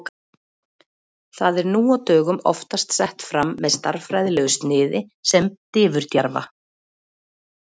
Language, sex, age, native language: Icelandic, female, 40-49, Icelandic